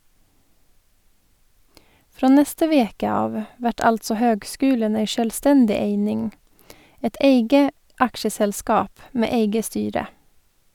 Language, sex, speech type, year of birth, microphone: Norwegian, female, read, 1985, Sennheiser